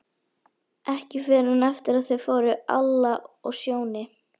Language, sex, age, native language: Icelandic, female, 11, Icelandic